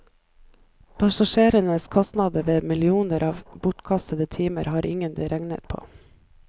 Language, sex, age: Norwegian, female, 29